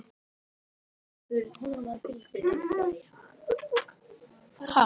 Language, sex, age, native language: Icelandic, male, 10, Icelandic